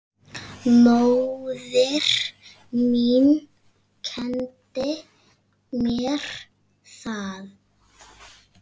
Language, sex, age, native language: Icelandic, female, 6, Icelandic